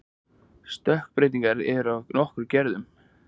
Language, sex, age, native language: Icelandic, male, 20-29, Icelandic